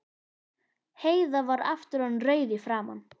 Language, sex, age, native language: Icelandic, female, 11, Icelandic